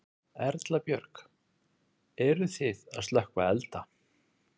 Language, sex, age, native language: Icelandic, male, 30-39, Icelandic